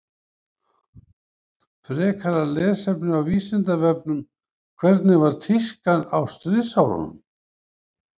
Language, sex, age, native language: Icelandic, male, 70-79, Icelandic